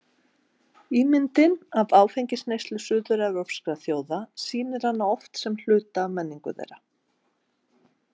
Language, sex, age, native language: Icelandic, female, 40-49, Icelandic